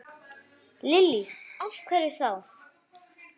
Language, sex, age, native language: Icelandic, male, 9, Icelandic